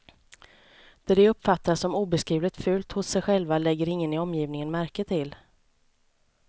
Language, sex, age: Swedish, female, 29